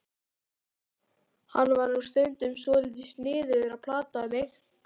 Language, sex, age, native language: Icelandic, male, 11, Icelandic